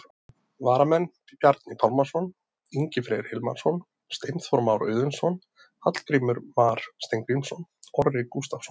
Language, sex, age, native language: Icelandic, male, 30-39, Icelandic